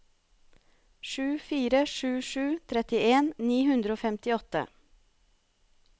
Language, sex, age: Norwegian, female, 36